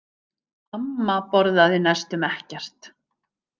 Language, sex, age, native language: Icelandic, female, 50-59, Icelandic